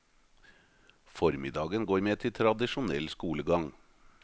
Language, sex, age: Norwegian, male, 38